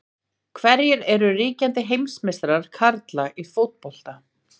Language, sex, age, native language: Icelandic, female, 40-49, Icelandic